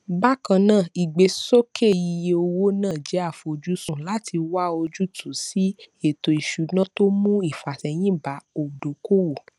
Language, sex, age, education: Yoruba, female, 15-29, tertiary